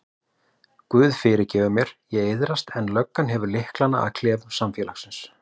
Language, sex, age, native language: Icelandic, male, 40-49, Icelandic